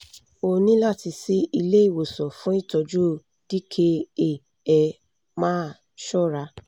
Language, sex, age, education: Yoruba, female, 15-29, tertiary